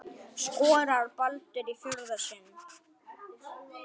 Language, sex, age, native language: Icelandic, male, 9, Icelandic